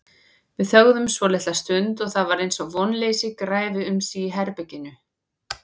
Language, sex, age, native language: Icelandic, female, 40-49, Icelandic